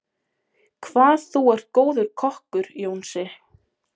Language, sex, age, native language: Icelandic, female, 20-29, Polish